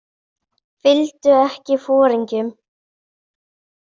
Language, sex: Icelandic, female